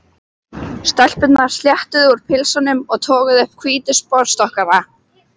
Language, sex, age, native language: Icelandic, female, 12, Icelandic